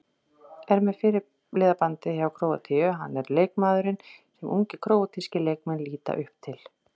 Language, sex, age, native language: Icelandic, female, 40-49, Icelandic